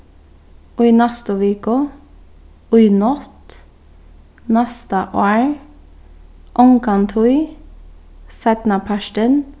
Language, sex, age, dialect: Faroese, female, 15-35, Sandoy